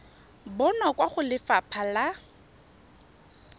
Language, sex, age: Tswana, female, 25